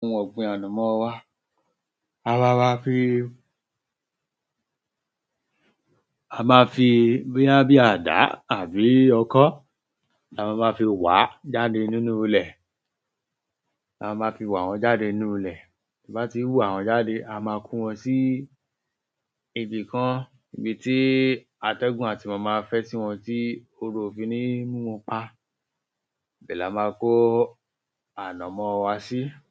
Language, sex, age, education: Yoruba, male, 30-45, tertiary